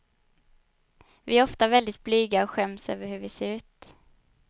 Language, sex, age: Swedish, female, 22